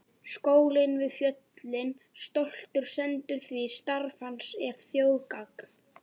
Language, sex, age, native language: Icelandic, female, 12, Icelandic